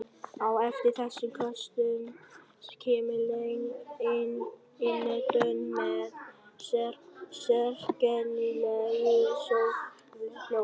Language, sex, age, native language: Icelandic, male, 11, Vietnamese